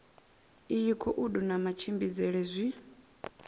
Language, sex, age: Venda, female, 24